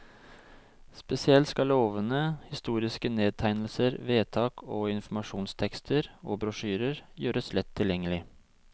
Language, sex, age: Norwegian, male, 26